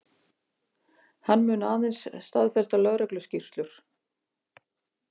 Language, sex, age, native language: Icelandic, female, 50-59, Icelandic